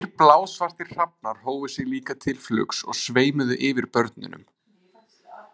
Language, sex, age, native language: Icelandic, male, 20-29, Icelandic